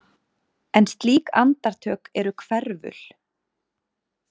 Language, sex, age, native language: Icelandic, female, 30-39, Icelandic